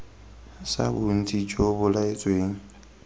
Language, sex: Tswana, male